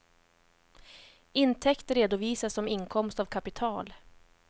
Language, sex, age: Swedish, female, 31